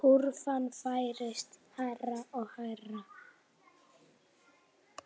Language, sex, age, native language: Icelandic, female, 9, Icelandic